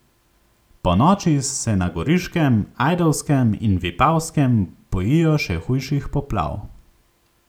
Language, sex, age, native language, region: Slovenian, male, 18-29, Slovenian, Gorenjska region